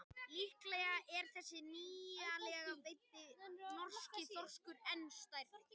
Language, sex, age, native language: Icelandic, male, 18-19, Icelandic